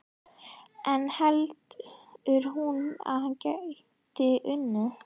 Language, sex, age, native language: Icelandic, female, 11, Icelandic